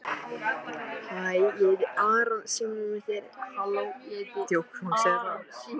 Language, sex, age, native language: Icelandic, male, 18-19, Vietnamese